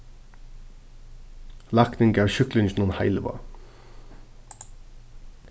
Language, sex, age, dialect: Faroese, male, 15-35, Suðurstreymoy